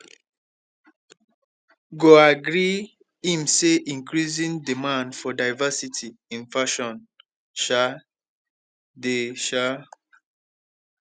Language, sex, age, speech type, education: Nigerian Pidgin, male, 15-29, spontaneous, tertiary